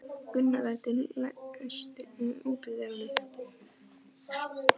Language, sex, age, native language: Icelandic, male, 11, Icelandic